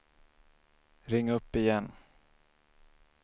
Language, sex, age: Swedish, male, 27